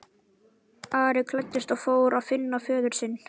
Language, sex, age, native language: Icelandic, male, 11, Icelandic